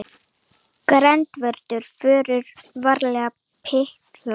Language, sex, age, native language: Icelandic, female, 18-19, Icelandic